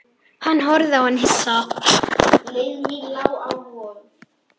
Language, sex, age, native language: Icelandic, male, 10, Icelandic